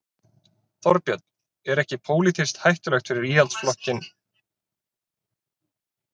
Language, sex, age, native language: Icelandic, male, 30-39, Icelandic